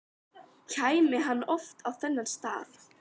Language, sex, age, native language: Icelandic, female, 12, Icelandic